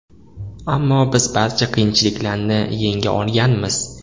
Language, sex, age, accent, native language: Uzbek, male, 18-24, Andijon, Uzbek